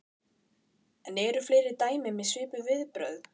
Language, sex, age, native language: Icelandic, female, 15, Icelandic